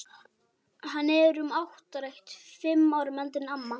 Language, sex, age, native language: Icelandic, male, 12, Icelandic